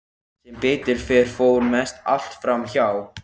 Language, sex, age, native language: Icelandic, male, 13, Icelandic